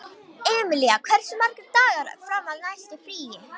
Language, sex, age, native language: Icelandic, female, 18-19, Romanian